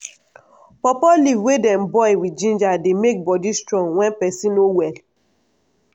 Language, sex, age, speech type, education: Nigerian Pidgin, female, 15-29, spontaneous, tertiary